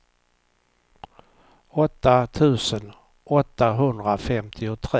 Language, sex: Swedish, male